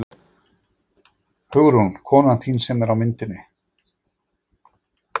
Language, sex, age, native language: Icelandic, male, 40-49, Icelandic